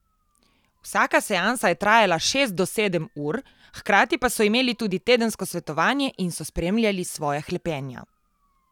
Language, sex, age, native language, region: Slovenian, female, 18-29, Slovenian, Coastal Karst region